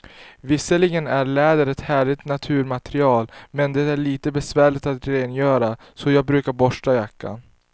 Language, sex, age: Swedish, male, 19